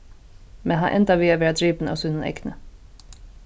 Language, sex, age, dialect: Faroese, female, 15-35, Suðurstreymoy